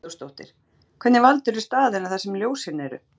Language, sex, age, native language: Icelandic, female, 40-49, Icelandic